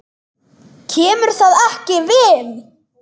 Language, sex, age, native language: Icelandic, male, 10, Icelandic